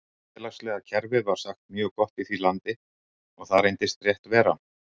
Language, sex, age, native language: Icelandic, male, 60-69, Icelandic